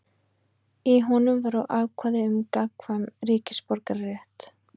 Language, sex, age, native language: Icelandic, female, 20-29, Icelandic